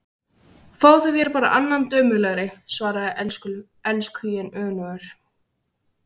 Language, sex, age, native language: Icelandic, female, 16, Icelandic